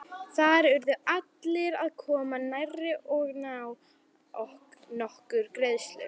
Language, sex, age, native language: Icelandic, female, 11, Icelandic